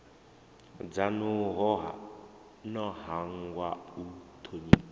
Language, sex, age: Venda, male, 23